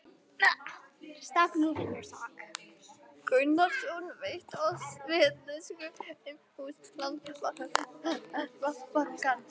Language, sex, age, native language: Icelandic, female, 11, Icelandic